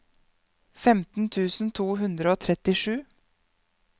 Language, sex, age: Norwegian, female, 31